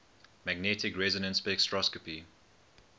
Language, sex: English, male